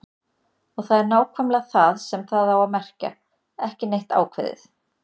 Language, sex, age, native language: Icelandic, female, 30-39, Icelandic